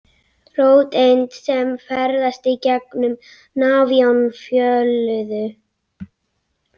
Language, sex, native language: Icelandic, other, Icelandic